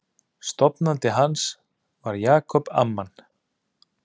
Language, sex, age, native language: Icelandic, male, 30-39, Icelandic